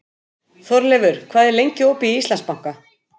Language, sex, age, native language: Icelandic, female, 50-59, Icelandic